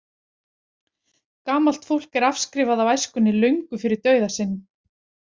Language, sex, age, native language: Icelandic, female, 40-49, Icelandic